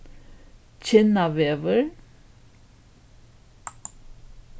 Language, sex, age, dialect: Faroese, female, 61+, Norðuroyggjar